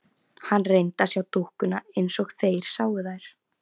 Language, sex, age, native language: Icelandic, female, 15, Icelandic